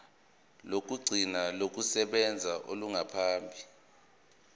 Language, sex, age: Zulu, male, 24